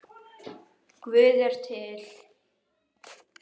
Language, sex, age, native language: Icelandic, male, 10, Icelandic